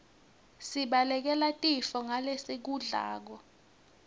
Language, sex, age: Swati, female, 19